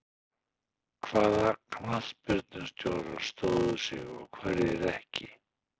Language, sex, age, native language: Icelandic, male, 60-69, Icelandic